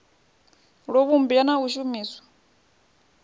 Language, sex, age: Venda, female, 21